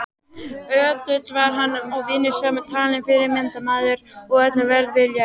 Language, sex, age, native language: Icelandic, female, 12, Icelandic